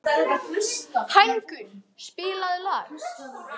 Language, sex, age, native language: Icelandic, male, 12, Icelandic